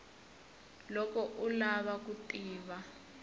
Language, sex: Tsonga, male